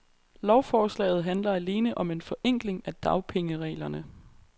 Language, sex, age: Danish, female, 23